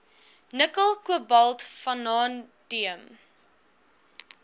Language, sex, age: Afrikaans, female, 21